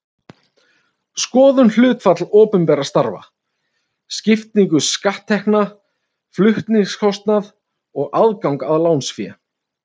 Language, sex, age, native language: Icelandic, male, 30-39, Icelandic